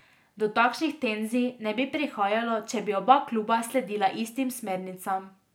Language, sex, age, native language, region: Slovenian, female, 18-29, Slovenian, Drava region